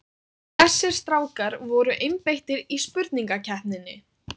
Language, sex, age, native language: Icelandic, female, 18-19, Icelandic